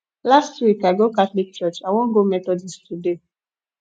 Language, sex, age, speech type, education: Nigerian Pidgin, female, 15-29, spontaneous, tertiary